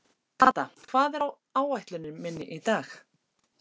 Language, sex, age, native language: Icelandic, female, 40-49, Icelandic